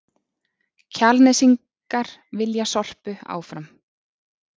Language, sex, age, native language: Icelandic, female, 30-39, Icelandic